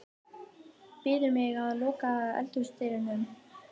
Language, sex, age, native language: Icelandic, female, 18-19, Icelandic